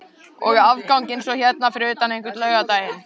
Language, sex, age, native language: Icelandic, male, 14, Icelandic